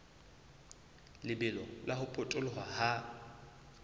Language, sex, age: Southern Sotho, male, 20